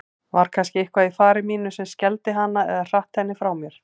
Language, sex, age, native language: Icelandic, female, 40-49, Icelandic